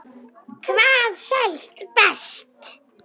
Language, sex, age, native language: Icelandic, female, 9, Icelandic